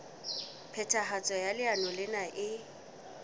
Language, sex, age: Southern Sotho, female, 19